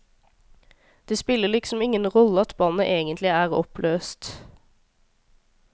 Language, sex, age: Norwegian, female, 26